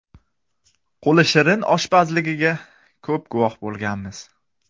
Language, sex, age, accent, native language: Uzbek, male, 18-24, Qashqadaryo, Uzbek